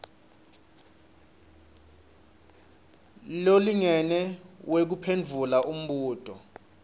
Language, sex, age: Swati, male, 26